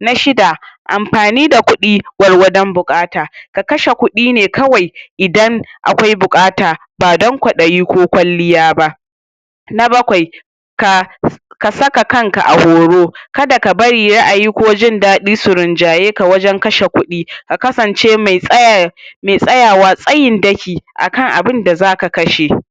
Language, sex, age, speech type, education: Hausa, male, 46-60, spontaneous, tertiary